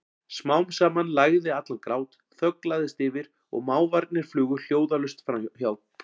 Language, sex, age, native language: Icelandic, male, 40-49, Icelandic